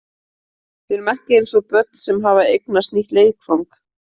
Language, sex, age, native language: Icelandic, female, 30-39, Icelandic